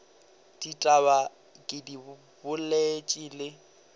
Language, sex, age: Northern Sotho, male, 22